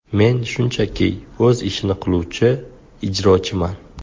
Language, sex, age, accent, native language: Uzbek, male, 25-34, Buxoro, Uzbek